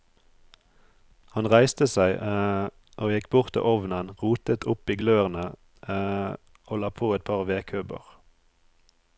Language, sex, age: Norwegian, male, 34